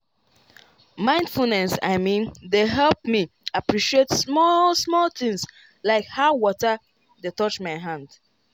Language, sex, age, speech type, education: Nigerian Pidgin, female, 15-29, spontaneous, tertiary